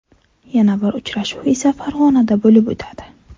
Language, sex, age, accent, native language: Uzbek, female, 12-17, Navoiy, Uzbek